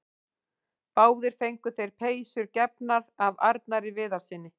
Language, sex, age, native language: Icelandic, female, 40-49, Icelandic